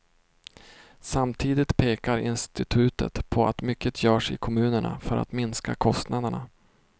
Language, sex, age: Swedish, male, 32